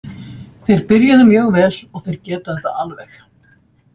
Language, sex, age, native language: Icelandic, female, 50-59, Icelandic